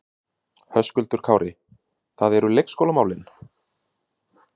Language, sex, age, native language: Icelandic, male, 30-39, Icelandic